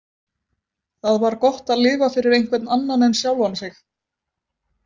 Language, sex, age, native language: Icelandic, female, 20-29, Icelandic